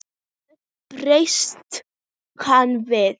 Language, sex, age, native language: Icelandic, female, 7, Icelandic